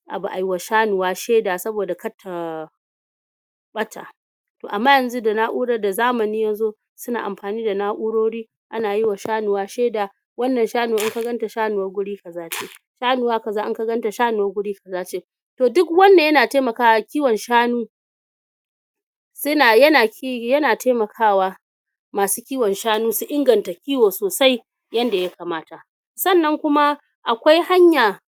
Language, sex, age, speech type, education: Hausa, female, 46-60, spontaneous, tertiary